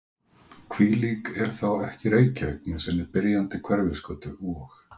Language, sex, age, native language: Icelandic, male, 40-49, Icelandic